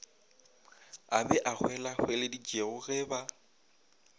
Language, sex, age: Northern Sotho, male, 20